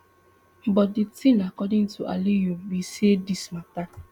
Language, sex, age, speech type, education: Nigerian Pidgin, female, 15-29, spontaneous, tertiary